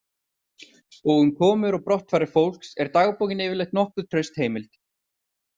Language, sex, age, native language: Icelandic, male, 30-39, Icelandic